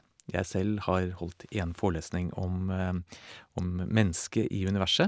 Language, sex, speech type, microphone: Norwegian, male, spontaneous, Shure